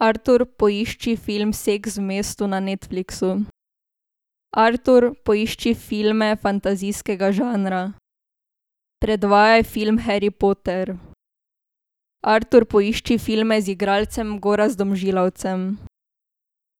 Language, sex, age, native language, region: Slovenian, female, 18-29, Slovenian, Drava region